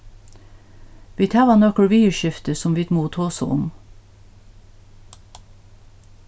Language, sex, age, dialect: Faroese, female, 61+, Norðurstreymoy/Eysturoy